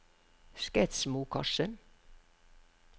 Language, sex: Norwegian, female